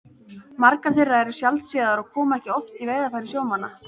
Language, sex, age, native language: Icelandic, female, 30-39, Icelandic